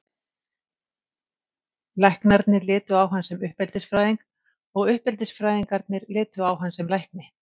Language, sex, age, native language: Icelandic, female, 50-59, Icelandic